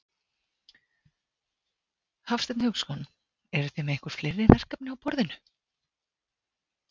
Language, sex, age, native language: Icelandic, female, 40-49, Icelandic